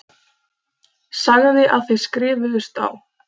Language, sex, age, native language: Icelandic, female, 30-39, Icelandic